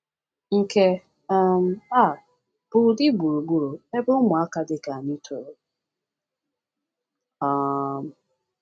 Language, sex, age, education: Igbo, female, 15-29, tertiary